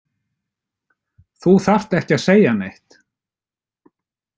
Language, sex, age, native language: Icelandic, male, 50-59, Icelandic